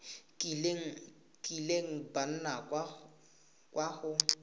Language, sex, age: Tswana, male, 18